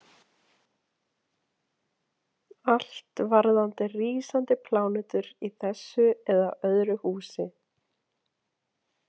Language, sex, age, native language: Icelandic, female, 20-29, Icelandic